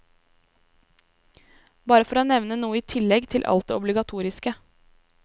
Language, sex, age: Norwegian, female, 23